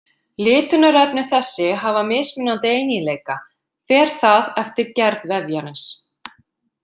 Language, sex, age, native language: Icelandic, female, 50-59, Icelandic